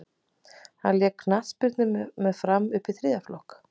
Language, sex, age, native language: Icelandic, female, 40-49, Icelandic